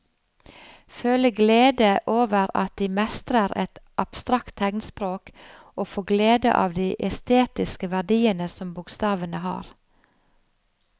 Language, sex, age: Norwegian, female, 45